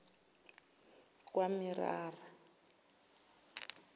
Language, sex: Zulu, female